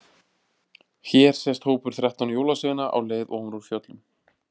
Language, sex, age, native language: Icelandic, male, 30-39, Icelandic